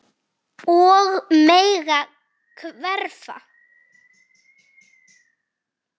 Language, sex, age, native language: Icelandic, female, 9, Icelandic